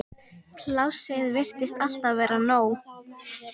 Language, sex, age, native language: Icelandic, female, 10, Icelandic